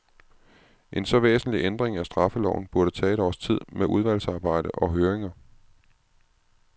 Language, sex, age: Danish, male, 36